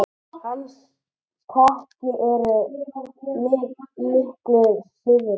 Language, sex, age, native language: Icelandic, male, 10, Icelandic